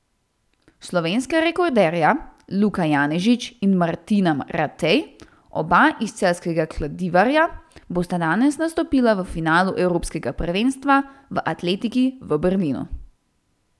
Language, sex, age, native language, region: Slovenian, female, 18-29, Slovenian, Central Slovenia